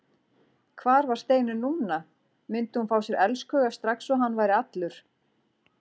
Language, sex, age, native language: Icelandic, female, 40-49, Icelandic